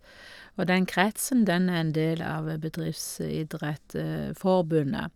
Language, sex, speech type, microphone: Norwegian, female, spontaneous, Shure